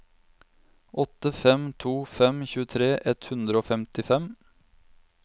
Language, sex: Norwegian, male